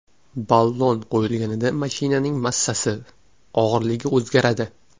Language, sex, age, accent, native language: Uzbek, male, 18-24, Toshkent viloyati, Uzbek